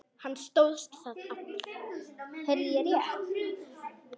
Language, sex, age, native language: Icelandic, female, 10, Icelandic